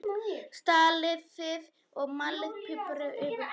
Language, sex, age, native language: Icelandic, female, 10, Polish